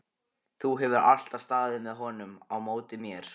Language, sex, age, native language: Icelandic, male, 15, Icelandic